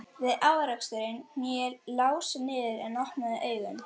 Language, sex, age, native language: Icelandic, female, 12, Icelandic